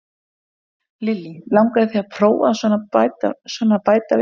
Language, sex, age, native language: Icelandic, female, 30-39, Icelandic